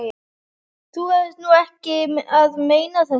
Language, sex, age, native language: Icelandic, female, 11, Icelandic